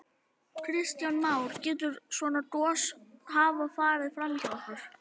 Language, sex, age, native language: Icelandic, female, 11, Icelandic